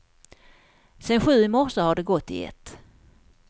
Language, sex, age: Swedish, female, 54